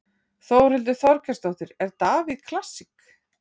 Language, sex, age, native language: Icelandic, female, 40-49, Icelandic